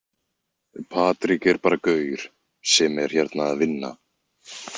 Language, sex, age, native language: Icelandic, male, 20-29, Icelandic